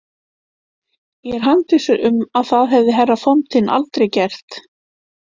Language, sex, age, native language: Icelandic, female, 50-59, Icelandic